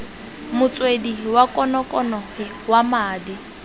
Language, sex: Tswana, female